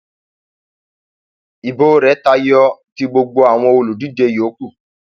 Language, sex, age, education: Yoruba, male, 30-45, tertiary